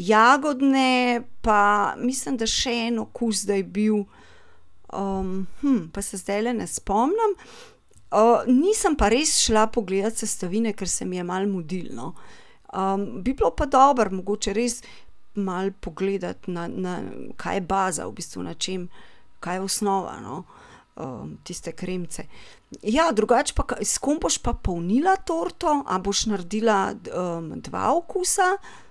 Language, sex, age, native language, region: Slovenian, female, 30-49, Slovenian, Central Slovenia